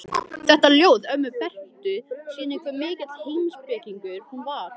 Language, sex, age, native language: Icelandic, male, 13, Icelandic